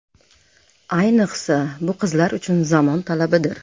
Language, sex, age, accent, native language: Uzbek, female, 35+, Namangan, Uzbek